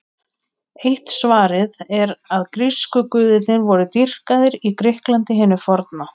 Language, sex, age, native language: Icelandic, female, 20-29, Icelandic